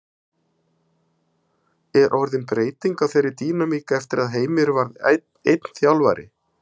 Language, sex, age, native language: Icelandic, male, 50-59, Icelandic